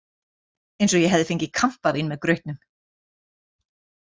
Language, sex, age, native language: Icelandic, female, 40-49, Icelandic